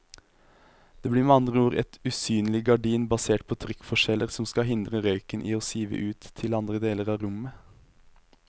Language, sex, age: Norwegian, male, 23